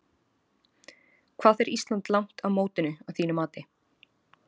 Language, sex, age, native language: Icelandic, female, 20-29, Icelandic